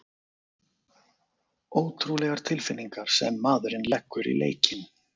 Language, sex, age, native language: Icelandic, male, 40-49, Icelandic